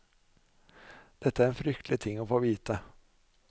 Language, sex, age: Norwegian, male, 45